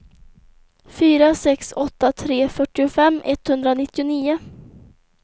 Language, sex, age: Swedish, female, 24